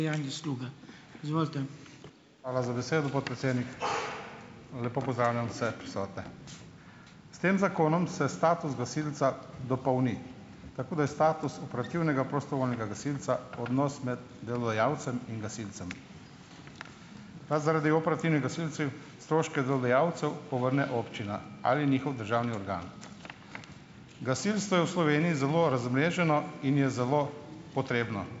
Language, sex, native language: Slovenian, male, Slovenian